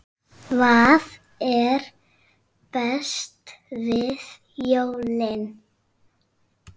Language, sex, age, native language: Icelandic, female, 6, Icelandic